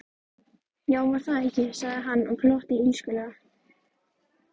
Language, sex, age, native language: Icelandic, female, 13, Icelandic